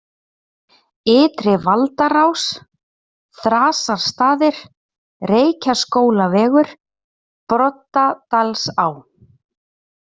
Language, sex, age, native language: Icelandic, female, 30-39, Icelandic